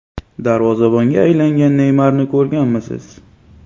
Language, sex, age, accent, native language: Uzbek, male, 25-34, Xorazm, Uzbek